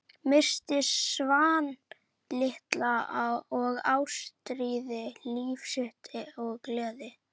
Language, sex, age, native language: Icelandic, female, 11, Icelandic